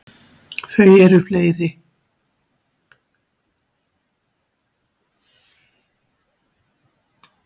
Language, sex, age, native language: Icelandic, female, 60-69, Icelandic